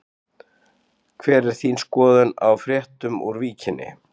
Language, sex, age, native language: Icelandic, male, 60-69, Icelandic